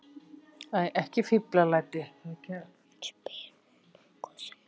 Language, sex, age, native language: Icelandic, male, 7, Icelandic